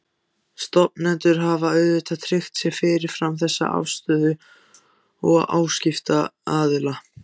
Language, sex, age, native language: Icelandic, other, 14, Icelandic